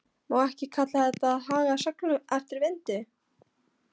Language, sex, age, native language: Icelandic, female, 13, Polish